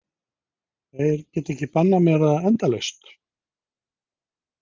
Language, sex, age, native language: Icelandic, male, 50-59, Icelandic